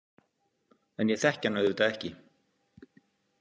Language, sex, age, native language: Icelandic, male, 50-59, Icelandic